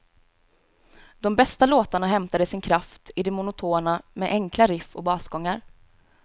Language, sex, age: Swedish, female, 18